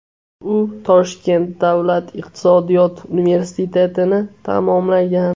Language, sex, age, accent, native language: Uzbek, male, 18-24, Namangan, Uzbek